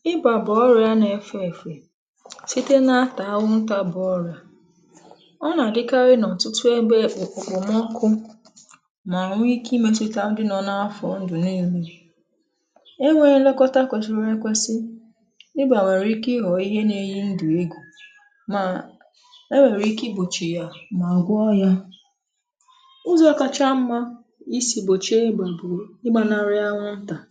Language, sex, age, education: Igbo, female, 15-29, tertiary